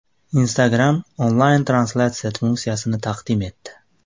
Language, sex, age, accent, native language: Uzbek, male, 25-34, Andijon, Uzbek